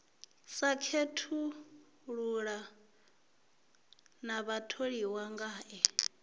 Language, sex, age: Venda, female, 21